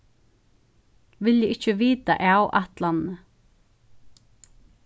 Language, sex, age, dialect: Faroese, female, 36-60, Suðurstreymoy